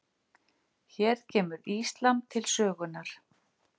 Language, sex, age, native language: Icelandic, female, 50-59, Icelandic